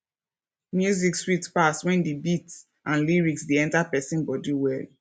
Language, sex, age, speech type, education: Nigerian Pidgin, female, 15-29, spontaneous, tertiary